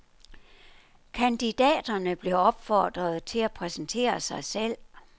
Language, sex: Danish, female